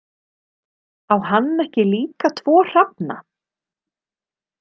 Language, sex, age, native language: Icelandic, female, 30-39, Icelandic